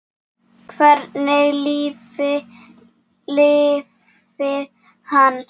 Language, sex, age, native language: Icelandic, female, 7, Icelandic